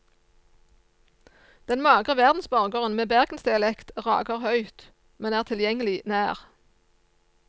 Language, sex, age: Norwegian, female, 54